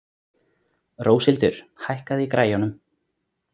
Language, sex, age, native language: Icelandic, male, 20-29, Icelandic